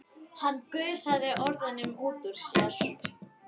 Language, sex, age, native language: Icelandic, female, 11, Icelandic